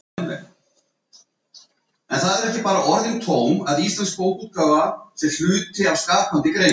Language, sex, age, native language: Icelandic, male, 70-79, Icelandic